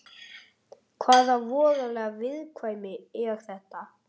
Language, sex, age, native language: Icelandic, female, 60-69, Icelandic